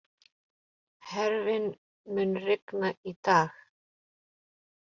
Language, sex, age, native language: Icelandic, female, 40-49, Polish